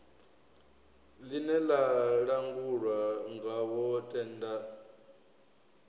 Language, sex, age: Venda, male, 23